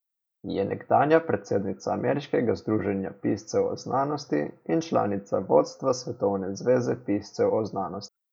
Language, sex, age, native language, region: Slovenian, male, 18-29, Slovenian, Coastal Karst region